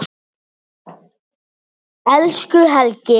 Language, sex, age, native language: Icelandic, male, 7, Icelandic